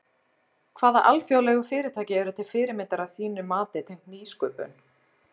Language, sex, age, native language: Icelandic, female, 30-39, Icelandic